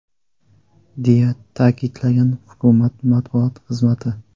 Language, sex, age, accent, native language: Uzbek, male, 19-29, Surxondaryo, Uzbek